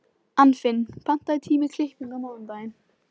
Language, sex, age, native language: Icelandic, female, 14, Icelandic